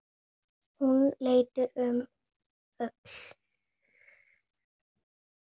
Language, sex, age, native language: Icelandic, female, 8, Spanish